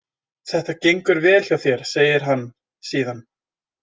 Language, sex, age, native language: Icelandic, male, 20-29, Icelandic